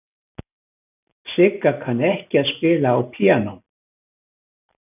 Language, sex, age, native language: Icelandic, male, 80-89, Icelandic